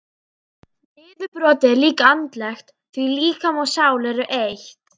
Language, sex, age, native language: Icelandic, female, 12, Icelandic